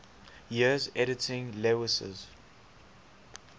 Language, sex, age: English, male, 19